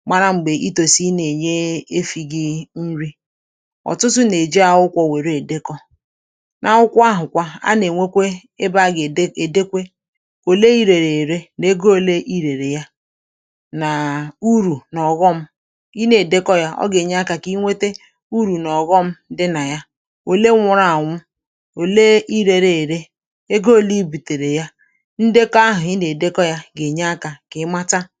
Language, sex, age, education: Igbo, female, 60+, tertiary